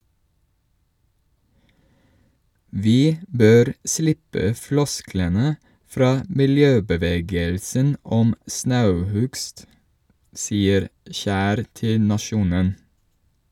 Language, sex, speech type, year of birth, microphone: Norwegian, male, read, 1983, Shure